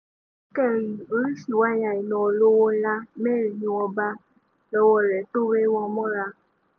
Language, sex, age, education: Yoruba, female, 15-29, tertiary